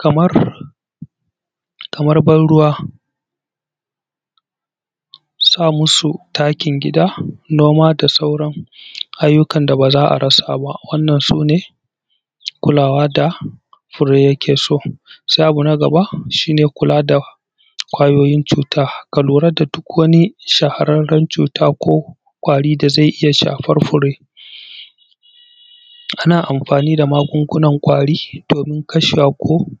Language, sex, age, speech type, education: Hausa, male, 30-45, spontaneous, tertiary